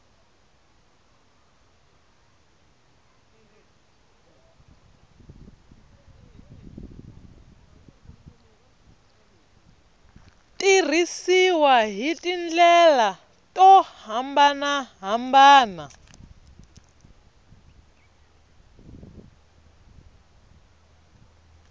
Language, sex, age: Tsonga, female, 25